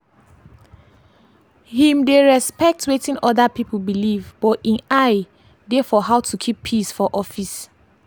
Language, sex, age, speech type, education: Nigerian Pidgin, female, 15-29, spontaneous, tertiary